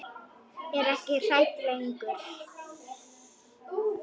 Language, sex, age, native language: Icelandic, female, 10, Icelandic